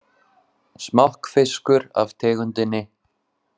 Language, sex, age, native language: Icelandic, male, 20-29, Icelandic